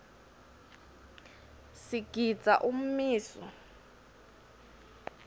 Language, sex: Swati, female